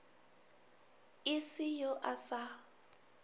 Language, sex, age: Northern Sotho, female, 21